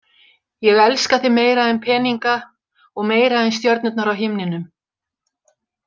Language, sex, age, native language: Icelandic, female, 60-69, Icelandic